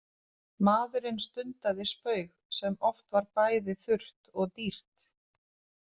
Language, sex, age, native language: Icelandic, female, 30-39, Icelandic